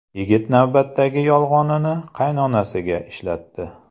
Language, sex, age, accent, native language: Uzbek, male, 35+, Andijon, Uzbek